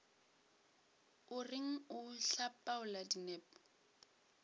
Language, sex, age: Northern Sotho, female, 22